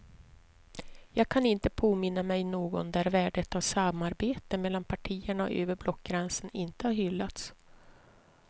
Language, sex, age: Swedish, female, 43